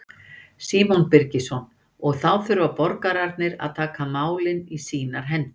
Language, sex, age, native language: Icelandic, female, 60-69, Icelandic